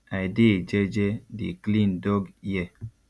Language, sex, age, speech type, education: Nigerian Pidgin, male, 15-29, spontaneous, tertiary